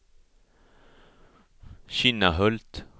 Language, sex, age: Swedish, male, 34